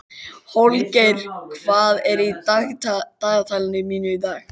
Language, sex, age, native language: Icelandic, male, 13, Icelandic